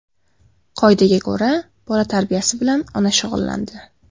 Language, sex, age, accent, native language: Uzbek, female, 18-24, Qashqadaryo, Uzbek